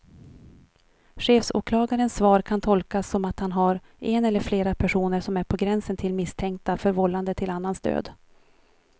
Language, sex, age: Swedish, female, 43